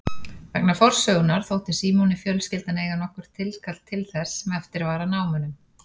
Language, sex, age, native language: Icelandic, female, 40-49, Icelandic